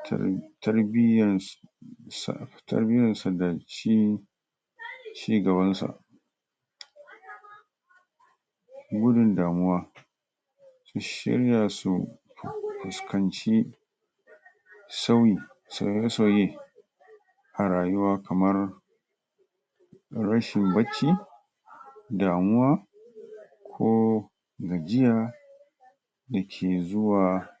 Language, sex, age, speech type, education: Hausa, male, 46-60, spontaneous, tertiary